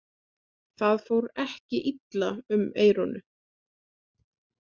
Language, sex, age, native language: Icelandic, female, 20-29, Icelandic